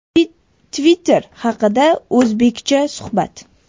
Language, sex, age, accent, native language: Uzbek, female, under 19, Sirdaryo, Uzbek